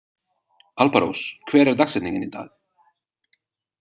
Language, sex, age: Icelandic, male, 30-39